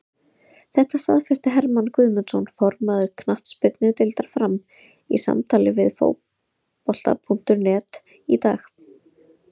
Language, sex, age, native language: Icelandic, female, 30-39, Icelandic